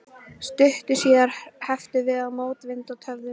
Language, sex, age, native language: Icelandic, female, 12, Icelandic